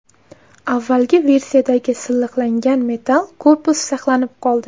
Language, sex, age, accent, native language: Uzbek, female, 18-24, Samarqand, Uzbek